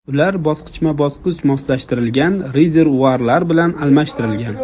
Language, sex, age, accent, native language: Uzbek, male, 25-34, Jizzax, Uzbek